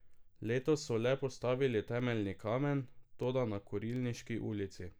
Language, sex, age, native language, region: Slovenian, male, 18-29, Slovenian, Drava region